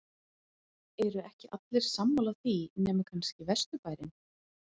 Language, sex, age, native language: Icelandic, female, 40-49, Icelandic